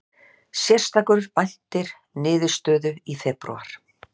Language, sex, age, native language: Icelandic, female, 60-69, Icelandic